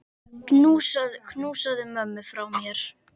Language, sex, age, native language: Icelandic, male, 10, Icelandic